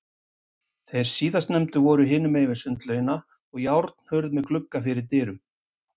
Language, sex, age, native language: Icelandic, male, 50-59, Icelandic